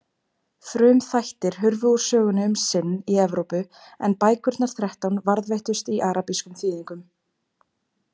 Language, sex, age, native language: Icelandic, female, 20-29, Icelandic